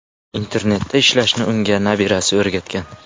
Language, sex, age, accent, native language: Uzbek, male, 19-29, Surxondaryo, Uzbek